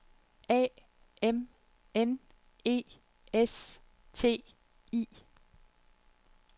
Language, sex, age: Danish, female, 30